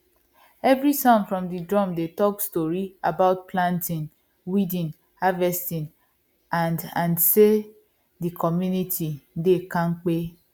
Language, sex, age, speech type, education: Nigerian Pidgin, female, 15-29, spontaneous, tertiary